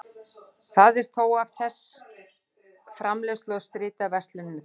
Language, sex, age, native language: Icelandic, female, 60-69, Icelandic